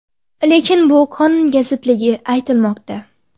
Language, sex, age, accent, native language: Uzbek, female, under 19, Xorazm, Uzbek